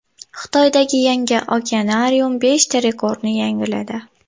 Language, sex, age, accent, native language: Uzbek, female, 19-29, Toshkent viloyati, Uzbek